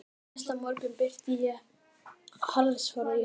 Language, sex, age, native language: Icelandic, male, 12, Icelandic